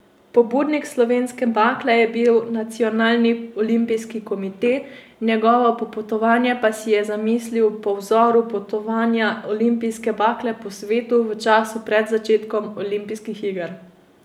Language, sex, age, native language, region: Slovenian, female, 18-29, Slovenian, Savinja region